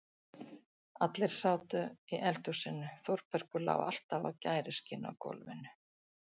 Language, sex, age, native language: Icelandic, female, 60-69, Icelandic